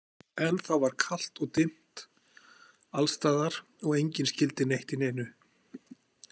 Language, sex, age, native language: Icelandic, male, 40-49, Icelandic